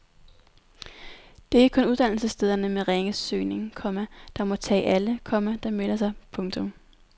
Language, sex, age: Danish, female, 19